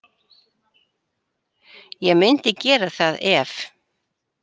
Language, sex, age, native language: Icelandic, female, 70-79, Icelandic